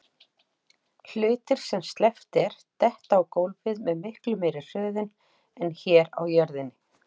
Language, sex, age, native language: Icelandic, female, 40-49, Icelandic